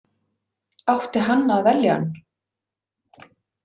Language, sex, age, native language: Icelandic, female, 40-49, Icelandic